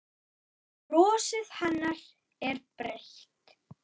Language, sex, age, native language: Icelandic, male, 9, Icelandic